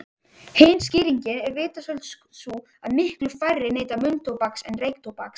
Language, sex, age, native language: Icelandic, male, 18-19, Icelandic